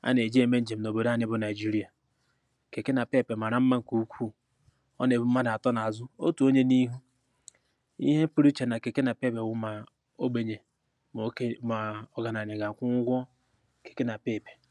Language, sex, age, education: Igbo, male, 15-29, tertiary